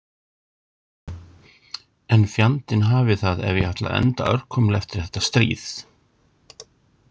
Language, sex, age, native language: Icelandic, male, 60-69, Icelandic